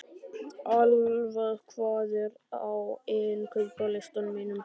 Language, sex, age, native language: Icelandic, male, 11, Icelandic